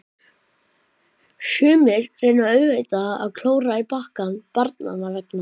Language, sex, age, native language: Icelandic, male, 12, Icelandic